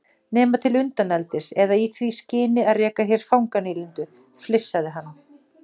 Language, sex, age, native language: Icelandic, female, 40-49, Icelandic